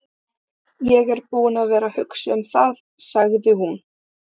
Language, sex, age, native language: Icelandic, other, 18-19, Icelandic